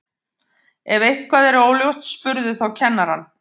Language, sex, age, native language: Icelandic, female, 50-59, Icelandic